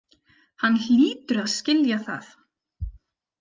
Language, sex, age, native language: Icelandic, female, 30-39, Icelandic